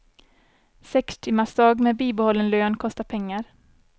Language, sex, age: Swedish, female, 24